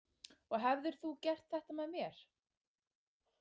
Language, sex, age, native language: Icelandic, female, 30-39, Icelandic